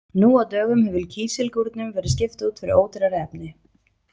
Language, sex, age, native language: Icelandic, female, 20-29, Icelandic